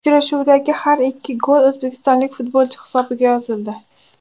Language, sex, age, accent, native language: Uzbek, female, under 19, Farg'ona, Uzbek